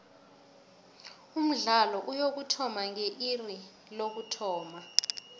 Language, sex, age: South Ndebele, female, 22